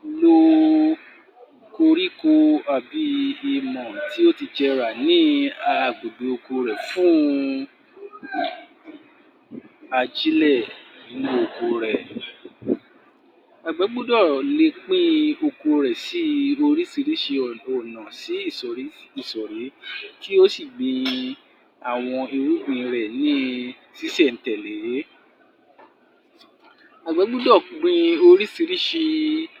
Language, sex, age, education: Yoruba, male, 46-60, tertiary